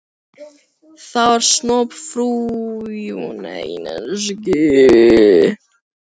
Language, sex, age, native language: Icelandic, female, 15, Filipino